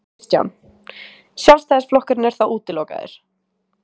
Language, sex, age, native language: Icelandic, female, 18-19, Icelandic